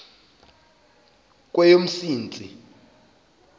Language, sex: Xhosa, male